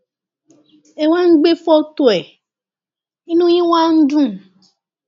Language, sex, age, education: Yoruba, female, 15-29, tertiary